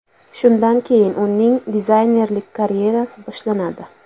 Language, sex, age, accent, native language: Uzbek, female, 25-34, Andijon, Uzbek